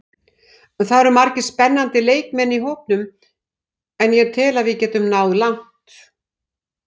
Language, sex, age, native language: Icelandic, female, 60-69, Icelandic